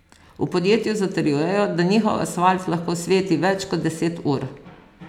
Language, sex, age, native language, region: Slovenian, female, 50-59, Slovenian, Posavska region